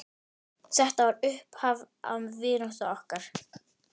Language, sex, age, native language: Icelandic, female, 10, Icelandic